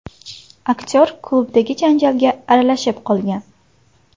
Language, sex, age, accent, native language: Uzbek, female, 19-29, Samarqand, Uzbek